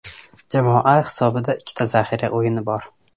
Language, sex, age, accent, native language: Uzbek, male, 18-24, Samarqand, Uzbek